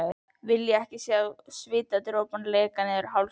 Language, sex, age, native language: Icelandic, female, 11, Icelandic